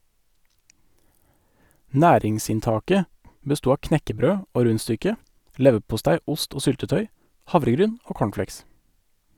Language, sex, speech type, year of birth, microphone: Norwegian, male, read, 1984, Sennheiser